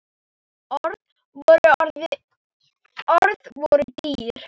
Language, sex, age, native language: Icelandic, female, 8, Icelandic